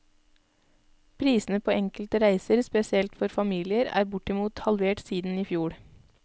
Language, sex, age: Norwegian, female, 32